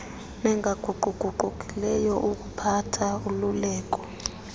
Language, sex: Xhosa, female